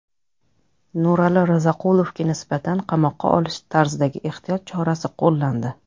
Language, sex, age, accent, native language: Uzbek, female, 30-39, Toshkent shahri, Uzbek